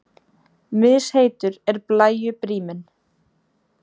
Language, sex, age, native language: Icelandic, female, 20-29, Icelandic